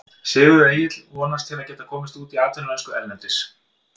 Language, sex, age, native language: Icelandic, male, 50-59, Icelandic